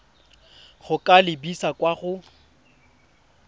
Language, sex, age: Tswana, male, 20